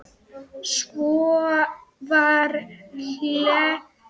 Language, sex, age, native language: Icelandic, female, 9, Icelandic